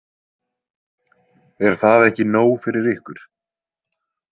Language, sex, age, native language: Icelandic, male, 20-29, Icelandic